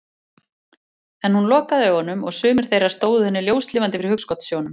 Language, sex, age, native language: Icelandic, female, 40-49, Icelandic